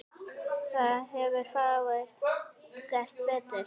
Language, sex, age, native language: Icelandic, female, 9, Icelandic